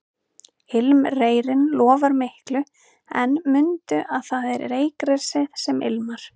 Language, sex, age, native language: Icelandic, female, 30-39, Icelandic